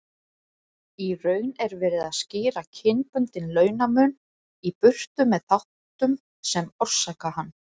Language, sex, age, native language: Icelandic, female, 40-49, Icelandic